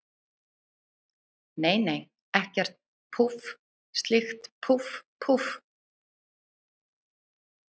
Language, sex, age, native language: Icelandic, female, 30-39, Icelandic